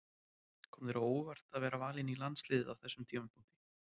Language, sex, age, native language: Icelandic, male, 30-39, Icelandic